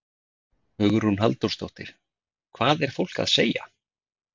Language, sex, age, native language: Icelandic, male, 50-59, Icelandic